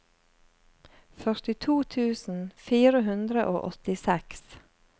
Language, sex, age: Norwegian, female, 35